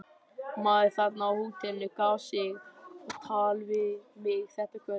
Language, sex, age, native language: Icelandic, male, 20-29, Icelandic